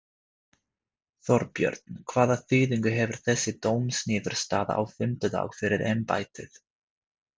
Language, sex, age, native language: Icelandic, male, 30-39, Swedish